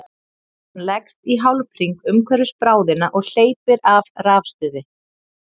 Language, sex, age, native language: Icelandic, female, 30-39, Icelandic